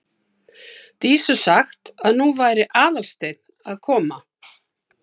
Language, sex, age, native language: Icelandic, female, 70-79, Icelandic